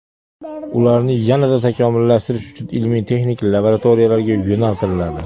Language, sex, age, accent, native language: Uzbek, male, 19-29, Andijon, Uzbek